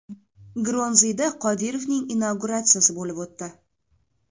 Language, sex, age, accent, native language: Uzbek, female, 18-24, Toshkent shahri, Uzbek